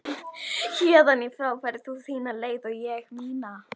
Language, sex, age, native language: Icelandic, female, 11, Icelandic